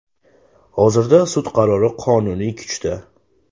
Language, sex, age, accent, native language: Uzbek, male, 18-24, Toshkent shahri, Uzbek